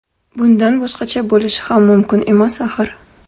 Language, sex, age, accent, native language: Uzbek, female, 18-24, Namangan, Uzbek